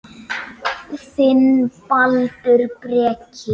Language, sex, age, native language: Icelandic, male, 9, Icelandic